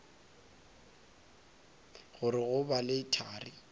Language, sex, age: Northern Sotho, male, 23